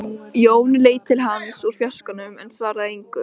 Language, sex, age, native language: Icelandic, female, 13, Icelandic